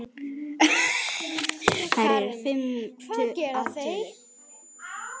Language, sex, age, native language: Icelandic, male, 10, Icelandic